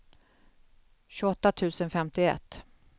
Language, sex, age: Swedish, female, 48